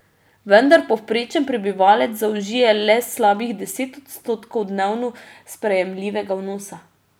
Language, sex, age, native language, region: Slovenian, female, 30-49, Slovenian, Drava region